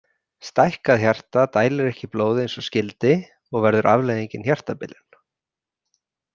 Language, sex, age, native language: Icelandic, male, 30-39, Icelandic